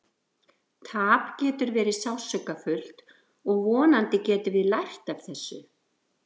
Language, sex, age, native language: Icelandic, female, 60-69, Icelandic